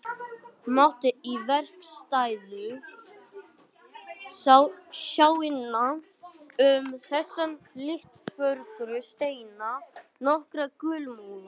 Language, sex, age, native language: Icelandic, male, 18-19, Icelandic